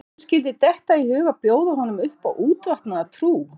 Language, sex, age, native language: Icelandic, female, 50-59, Icelandic